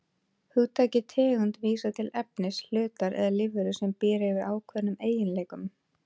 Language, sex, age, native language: Icelandic, female, 20-29, Icelandic